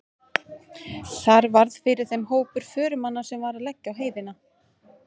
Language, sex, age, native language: Icelandic, female, 30-39, Icelandic